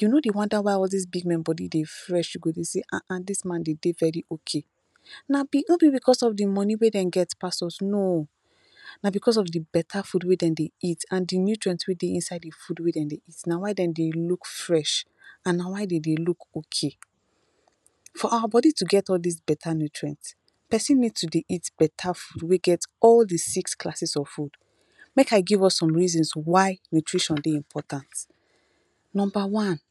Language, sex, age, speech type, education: Nigerian Pidgin, female, 15-29, spontaneous, tertiary